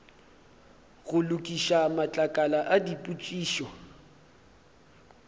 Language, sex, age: Northern Sotho, male, 23